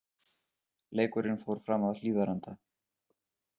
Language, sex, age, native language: Icelandic, male, 20-29, Icelandic